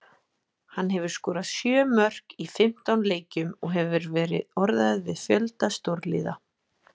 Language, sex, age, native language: Icelandic, female, 20-29, Icelandic